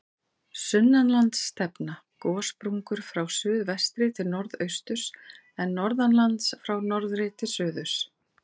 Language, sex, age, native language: Icelandic, female, 40-49, Icelandic